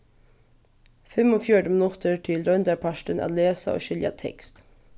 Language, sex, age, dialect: Faroese, female, 15-35, Vágar